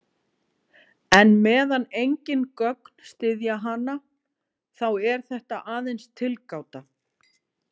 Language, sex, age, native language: Icelandic, female, 40-49, Icelandic